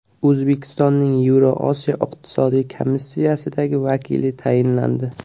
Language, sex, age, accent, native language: Uzbek, male, 18-24, Qashqadaryo, Uzbek